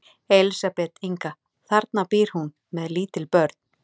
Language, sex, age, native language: Icelandic, female, 40-49, Icelandic